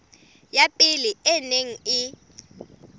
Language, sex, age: Southern Sotho, female, 25